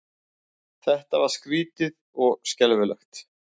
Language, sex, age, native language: Icelandic, male, 40-49, Icelandic